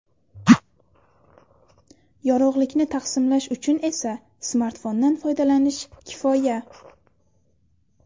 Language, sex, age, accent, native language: Uzbek, female, 19-29, Surxondaryo, Uzbek